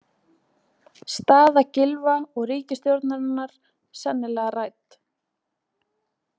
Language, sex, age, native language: Icelandic, female, 20-29, Icelandic